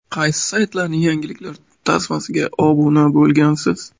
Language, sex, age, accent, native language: Uzbek, male, 18-24, Navoiy, Uzbek